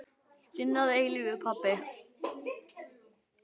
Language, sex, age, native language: Icelandic, male, 10, Icelandic